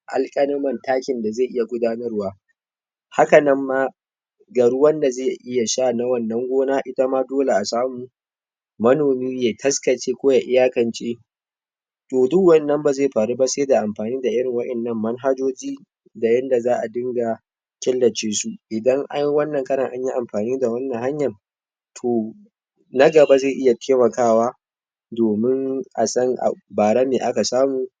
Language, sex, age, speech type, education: Hausa, male, 46-60, spontaneous, tertiary